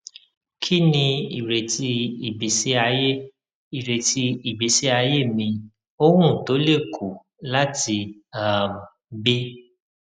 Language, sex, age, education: Yoruba, male, 30-45, tertiary